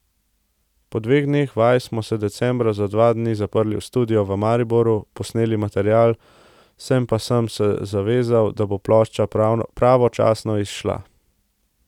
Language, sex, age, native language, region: Slovenian, male, 18-29, Slovenian, Central Slovenia